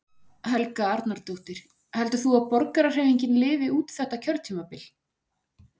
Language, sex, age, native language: Icelandic, female, 40-49, Icelandic